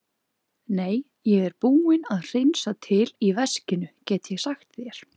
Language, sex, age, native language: Icelandic, female, 20-29, Icelandic